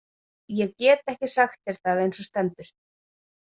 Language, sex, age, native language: Icelandic, female, 30-39, Icelandic